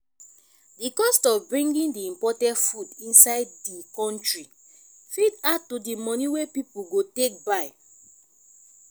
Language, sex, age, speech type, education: Nigerian Pidgin, female, 15-29, spontaneous, tertiary